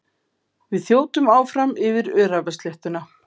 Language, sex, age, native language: Icelandic, female, 50-59, Icelandic